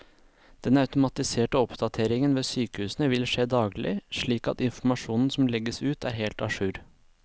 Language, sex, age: Norwegian, male, 26